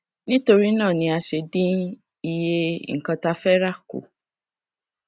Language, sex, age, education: Yoruba, female, 15-29, tertiary